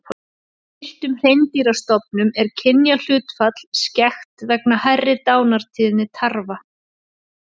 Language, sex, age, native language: Icelandic, female, 30-39, Icelandic